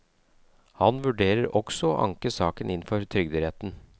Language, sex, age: Norwegian, male, 37